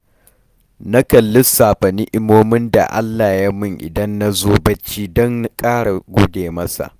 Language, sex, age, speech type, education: Hausa, male, 15-29, read, primary